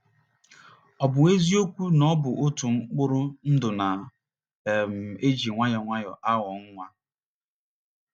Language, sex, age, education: Igbo, male, 30-45, tertiary